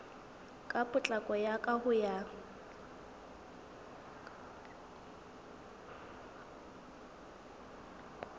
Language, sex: Southern Sotho, female